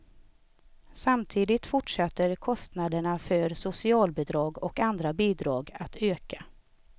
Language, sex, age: Swedish, female, 38